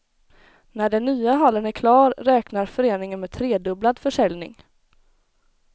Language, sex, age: Swedish, female, 21